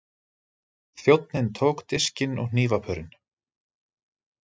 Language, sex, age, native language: Icelandic, male, 30-39, Icelandic